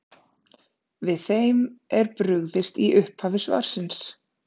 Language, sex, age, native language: Icelandic, female, 30-39, Icelandic